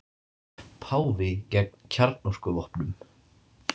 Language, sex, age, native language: Icelandic, male, 30-39, Icelandic